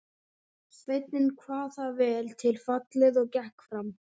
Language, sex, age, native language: Icelandic, male, 11, Icelandic